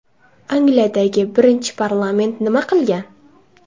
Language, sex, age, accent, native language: Uzbek, female, 19-29, Toshkent shahri, Uzbek